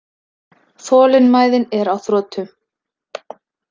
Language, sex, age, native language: Icelandic, female, 30-39, Icelandic